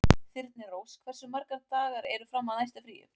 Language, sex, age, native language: Icelandic, female, 18-19, Icelandic